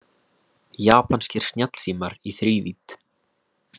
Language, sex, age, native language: Icelandic, male, 18-19, Icelandic